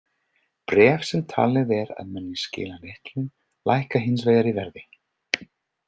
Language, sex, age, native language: Icelandic, male, 30-39, English